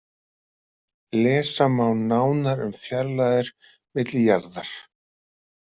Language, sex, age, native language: Icelandic, female, 30-39, Icelandic